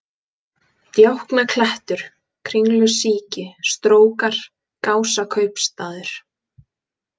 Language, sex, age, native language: Icelandic, female, 20-29, Icelandic